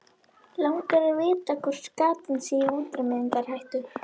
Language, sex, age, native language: Icelandic, female, 21, Icelandic